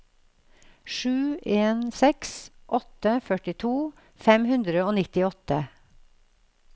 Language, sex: Norwegian, female